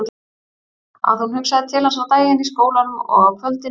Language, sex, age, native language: Icelandic, female, 30-39, Icelandic